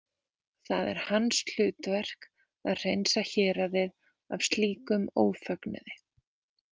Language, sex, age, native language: Icelandic, female, 20-29, Icelandic